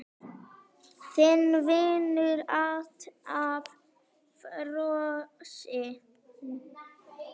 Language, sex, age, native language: Icelandic, female, 9, Icelandic